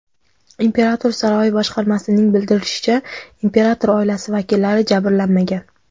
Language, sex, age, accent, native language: Uzbek, female, 19-29, Jizzax, Uzbek